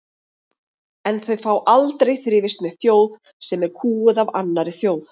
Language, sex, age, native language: Icelandic, female, 30-39, Icelandic